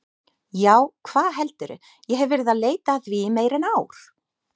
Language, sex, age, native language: Icelandic, female, 30-39, Icelandic